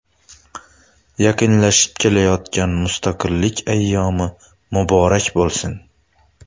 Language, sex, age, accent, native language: Uzbek, male, 25-34, Xorazm, Uzbek